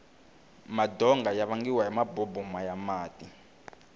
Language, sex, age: Tsonga, male, 21